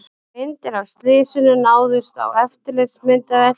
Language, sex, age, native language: Icelandic, female, 30-39, Icelandic